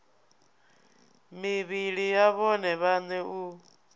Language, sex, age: Venda, female, 24